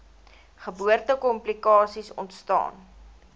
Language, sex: Afrikaans, female